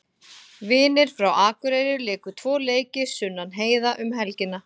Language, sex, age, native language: Icelandic, female, 40-49, Icelandic